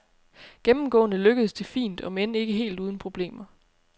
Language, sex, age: Danish, female, 30